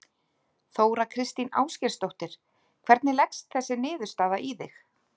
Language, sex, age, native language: Icelandic, female, 40-49, Icelandic